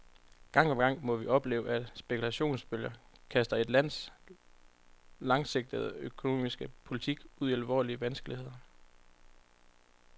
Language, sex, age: Danish, male, 25